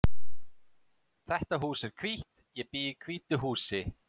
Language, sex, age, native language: Icelandic, male, 30-39, Icelandic